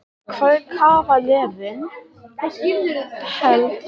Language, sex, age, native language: Icelandic, female, 20-29, Icelandic